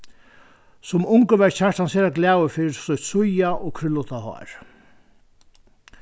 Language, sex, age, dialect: Faroese, male, 61+, Vágar